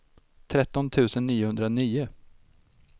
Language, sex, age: Swedish, male, 32